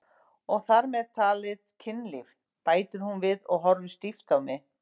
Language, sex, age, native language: Icelandic, female, 50-59, Icelandic